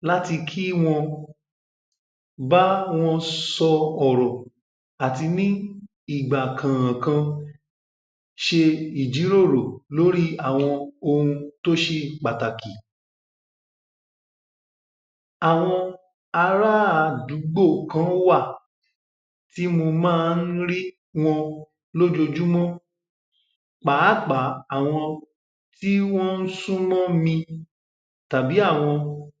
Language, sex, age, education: Yoruba, male, 15-29, tertiary